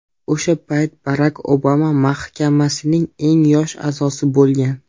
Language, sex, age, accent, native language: Uzbek, male, 19-29, Namangan, Uzbek